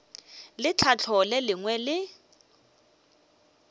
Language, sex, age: Northern Sotho, female, 23